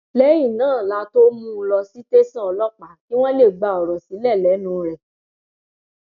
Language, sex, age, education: Yoruba, female, 15-29, tertiary